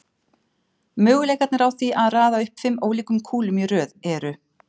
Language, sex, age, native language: Icelandic, female, 50-59, Icelandic